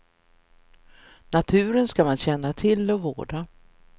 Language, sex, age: Swedish, female, 64